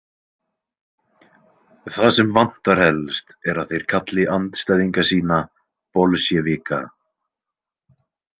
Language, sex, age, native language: Icelandic, male, 20-29, Icelandic